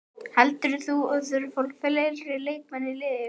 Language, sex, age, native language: Icelandic, male, 12, Japanese